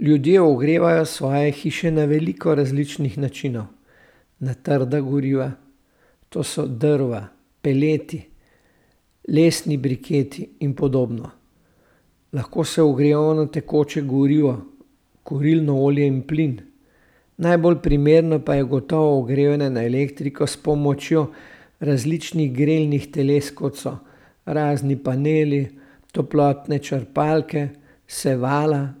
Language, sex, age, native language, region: Slovenian, male, 60+, Slovenian, Central Slovenia